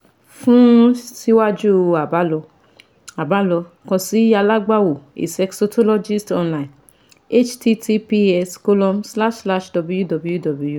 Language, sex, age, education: Yoruba, female, 15-29, tertiary